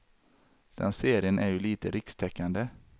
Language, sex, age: Swedish, male, 33